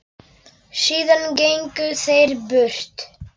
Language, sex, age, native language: Icelandic, male, 10, Polish